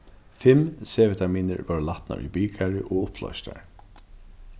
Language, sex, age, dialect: Faroese, male, 36-60, Norðurstreymoy/Eysturoy